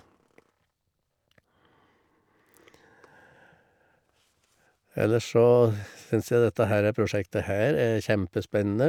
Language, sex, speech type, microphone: Norwegian, male, spontaneous, Shure